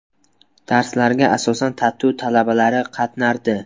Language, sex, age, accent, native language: Uzbek, male, 19-29, Buxoro, Uzbek